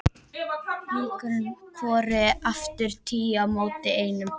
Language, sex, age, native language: Icelandic, female, 11, Icelandic